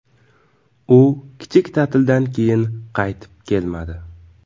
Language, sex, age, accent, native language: Uzbek, male, 18-24, Navoiy, Uzbek